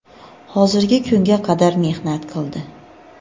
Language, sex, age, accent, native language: Uzbek, female, 25-34, Xorazm, Uzbek